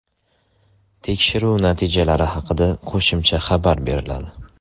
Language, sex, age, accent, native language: Uzbek, male, 18-24, Andijon, Uzbek